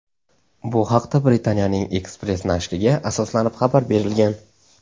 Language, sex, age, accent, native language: Uzbek, male, 19-29, Namangan, Uzbek